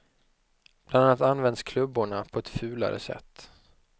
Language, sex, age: Swedish, male, 25